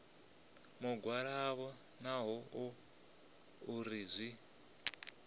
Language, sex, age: Venda, male, 25